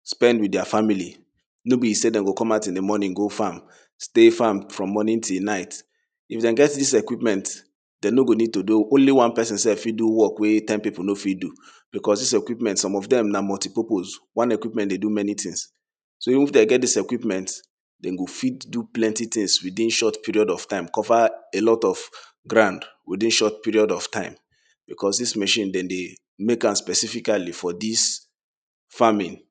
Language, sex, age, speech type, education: Nigerian Pidgin, male, 30-45, spontaneous, secondary